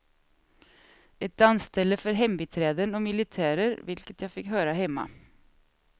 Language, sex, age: Swedish, female, 36